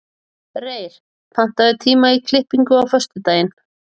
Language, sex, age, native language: Icelandic, female, 40-49, Icelandic